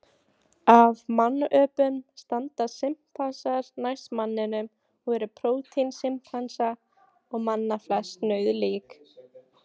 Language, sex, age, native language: Icelandic, female, 18-19, Icelandic